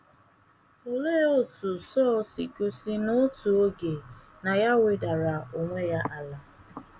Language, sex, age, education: Igbo, female, 15-29, tertiary